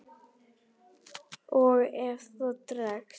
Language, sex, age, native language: Icelandic, male, 10, Icelandic